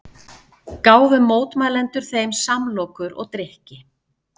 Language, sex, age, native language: Icelandic, female, 50-59, Icelandic